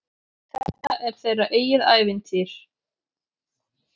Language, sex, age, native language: Icelandic, female, 40-49, Icelandic